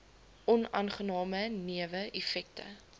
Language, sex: Afrikaans, female